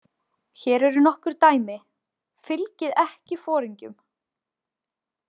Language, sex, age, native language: Icelandic, female, 20-29, Icelandic